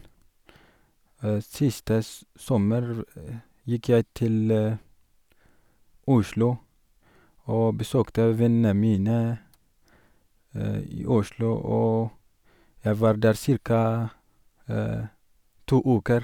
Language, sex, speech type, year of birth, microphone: Norwegian, male, spontaneous, 1983, Sennheiser